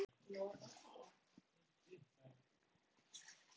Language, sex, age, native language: Icelandic, female, 6, Icelandic